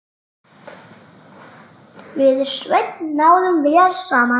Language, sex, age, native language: Icelandic, female, 9, Icelandic